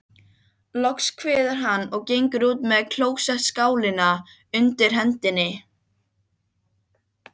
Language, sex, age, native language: Icelandic, other, 12, Icelandic